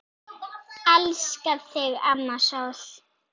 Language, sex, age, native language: Icelandic, female, 7, Icelandic